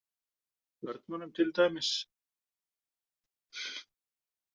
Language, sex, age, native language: Icelandic, male, 40-49, Icelandic